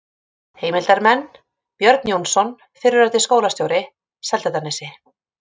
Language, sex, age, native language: Icelandic, female, 30-39, Icelandic